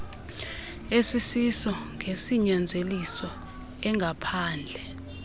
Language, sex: Xhosa, female